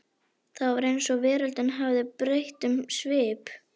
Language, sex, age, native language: Icelandic, female, 11, Icelandic